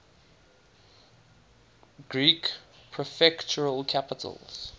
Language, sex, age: English, male, 19